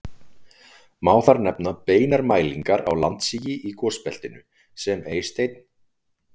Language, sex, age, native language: Icelandic, male, 40-49, Icelandic